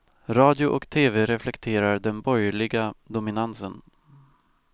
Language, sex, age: Swedish, male, 18